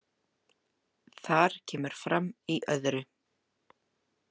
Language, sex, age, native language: Icelandic, female, 30-39, Icelandic